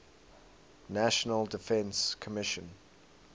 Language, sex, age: English, male, 19